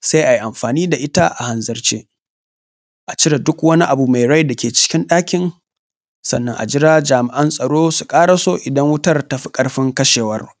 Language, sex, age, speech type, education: Hausa, male, 15-29, spontaneous, tertiary